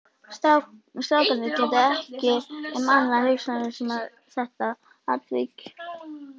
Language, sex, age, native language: Icelandic, female, 11, Icelandic